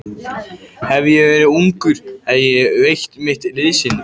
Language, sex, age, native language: Icelandic, male, 14, Icelandic